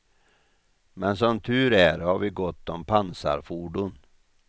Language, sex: Swedish, male